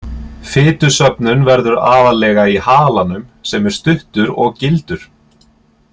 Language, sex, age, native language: Icelandic, male, 30-39, Icelandic